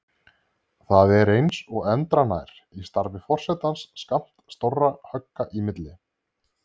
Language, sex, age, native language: Icelandic, male, 30-39, Icelandic